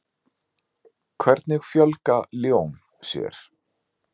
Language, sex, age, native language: Icelandic, male, 40-49, Icelandic